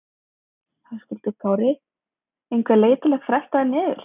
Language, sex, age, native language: Icelandic, female, 20-29, Icelandic